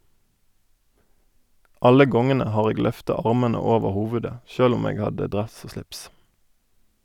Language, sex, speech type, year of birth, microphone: Norwegian, male, read, 1988, Sennheiser